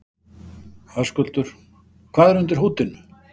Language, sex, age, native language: Icelandic, male, 60-69, Icelandic